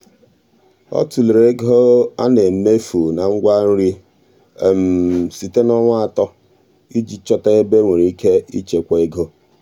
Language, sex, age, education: Igbo, male, 46-60, tertiary